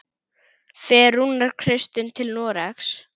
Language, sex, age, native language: Icelandic, female, 9, Icelandic